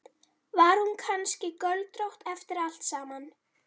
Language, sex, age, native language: Icelandic, female, 12, Icelandic